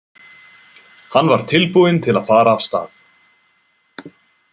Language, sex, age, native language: Icelandic, male, 20-29, Icelandic